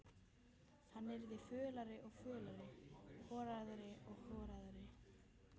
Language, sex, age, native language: Icelandic, female, 14, Icelandic